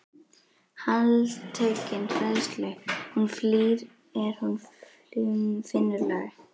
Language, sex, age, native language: Icelandic, other, 11, Icelandic